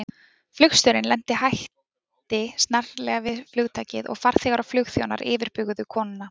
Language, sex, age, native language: Icelandic, female, 20-29, Icelandic